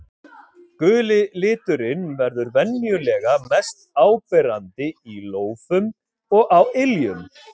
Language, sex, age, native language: Icelandic, male, 50-59, Icelandic